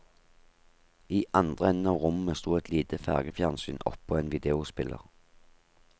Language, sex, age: Norwegian, male, 38